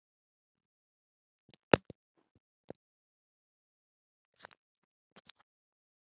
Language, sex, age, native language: Icelandic, female, 9, Icelandic